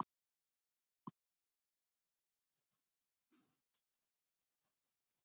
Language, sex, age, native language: Icelandic, male, 70-79, Icelandic